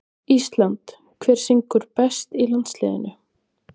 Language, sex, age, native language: Icelandic, female, 20-29, Icelandic